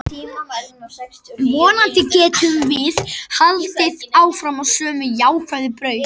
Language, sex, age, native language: Icelandic, male, 60-69, Icelandic